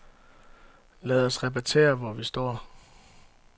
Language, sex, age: Danish, male, 31